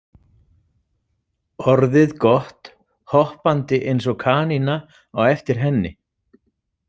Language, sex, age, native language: Icelandic, male, 40-49, Icelandic